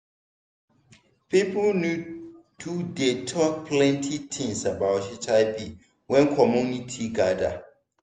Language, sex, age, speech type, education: Nigerian Pidgin, male, 15-29, spontaneous, tertiary